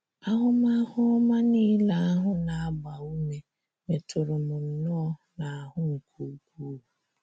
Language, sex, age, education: Igbo, female, 30-45, tertiary